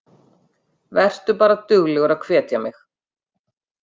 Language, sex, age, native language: Icelandic, female, 50-59, Icelandic